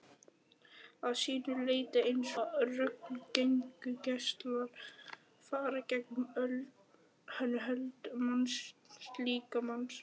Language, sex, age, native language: Icelandic, male, 11, Icelandic